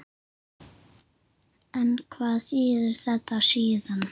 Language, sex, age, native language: Icelandic, male, 8, Icelandic